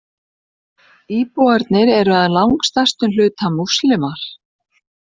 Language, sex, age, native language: Icelandic, female, 60-69, Icelandic